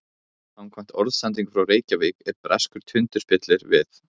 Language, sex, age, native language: Icelandic, male, 15, Icelandic